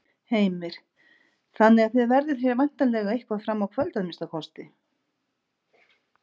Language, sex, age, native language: Icelandic, female, 50-59, Icelandic